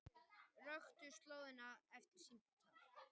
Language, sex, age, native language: Icelandic, male, 18-19, Icelandic